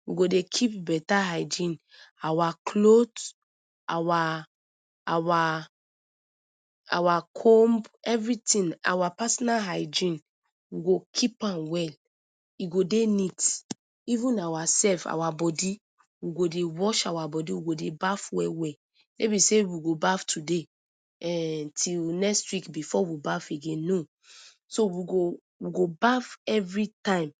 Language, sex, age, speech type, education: Nigerian Pidgin, female, 30-45, spontaneous, tertiary